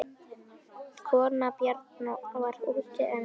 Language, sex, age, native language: Icelandic, female, 10, Icelandic